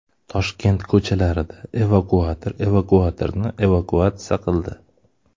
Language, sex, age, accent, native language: Uzbek, male, 25-34, Toshkent shahri, Uzbek